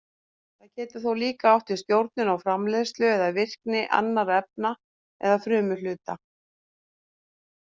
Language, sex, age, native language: Icelandic, female, 50-59, Icelandic